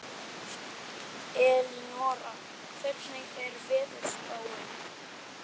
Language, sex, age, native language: Icelandic, male, 11, Icelandic